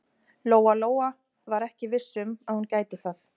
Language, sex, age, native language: Icelandic, female, 40-49, Icelandic